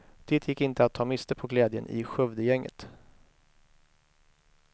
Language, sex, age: Swedish, male, 23